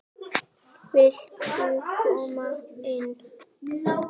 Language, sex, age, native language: Icelandic, male, 8, Icelandic